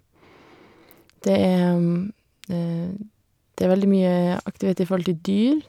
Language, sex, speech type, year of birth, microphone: Norwegian, female, spontaneous, 1991, Shure